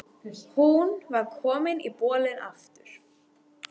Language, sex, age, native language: Icelandic, female, 12, Icelandic